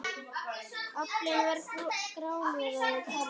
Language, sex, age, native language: Icelandic, male, 9, Icelandic